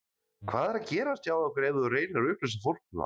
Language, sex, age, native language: Icelandic, male, 30-39, Icelandic